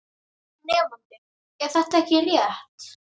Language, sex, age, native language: Icelandic, male, 10, Icelandic